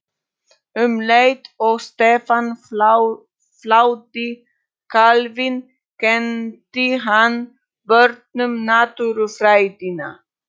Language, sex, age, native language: Icelandic, female, 40-49, Polish